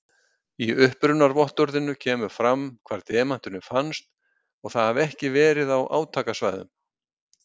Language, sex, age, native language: Icelandic, male, 60-69, Icelandic